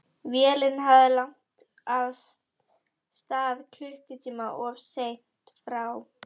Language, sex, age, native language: Icelandic, female, 11, Icelandic